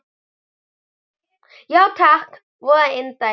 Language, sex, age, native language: Icelandic, male, 10, Icelandic